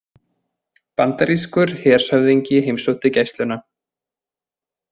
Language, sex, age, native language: Icelandic, male, 20-29, Icelandic